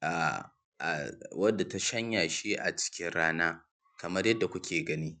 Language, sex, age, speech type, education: Hausa, male, 15-29, spontaneous, tertiary